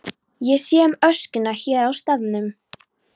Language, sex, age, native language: Icelandic, female, 13, Polish